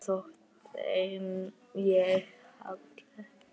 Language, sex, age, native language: Icelandic, female, 8, Icelandic